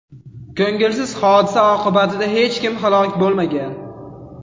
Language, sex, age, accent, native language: Uzbek, male, 18-24, Farg'ona, Uzbek